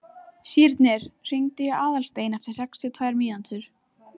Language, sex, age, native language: Icelandic, female, 14, Icelandic